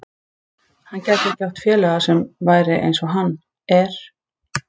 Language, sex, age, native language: Icelandic, female, 50-59, Icelandic